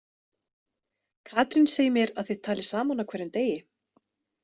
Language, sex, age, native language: Icelandic, female, 30-39, Icelandic